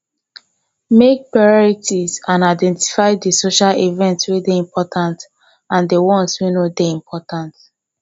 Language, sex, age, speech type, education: Nigerian Pidgin, male, 30-45, spontaneous, tertiary